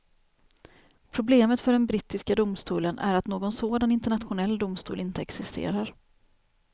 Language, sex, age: Swedish, female, 28